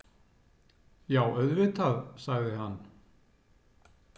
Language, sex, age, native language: Icelandic, male, 60-69, Icelandic